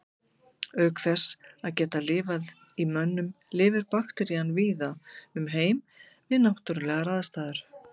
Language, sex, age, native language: Icelandic, female, 50-59, Icelandic